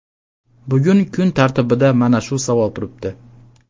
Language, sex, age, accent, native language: Uzbek, male, 19-29, Andijon, Uzbek